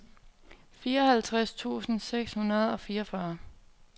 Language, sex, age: Danish, female, 24